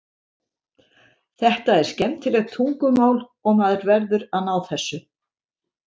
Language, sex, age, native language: Icelandic, female, 70-79, Icelandic